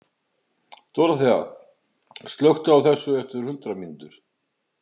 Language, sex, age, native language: Icelandic, male, 50-59, Icelandic